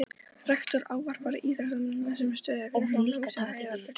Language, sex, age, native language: Icelandic, female, 12, Icelandic